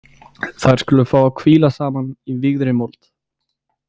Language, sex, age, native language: Icelandic, male, 20-29, Icelandic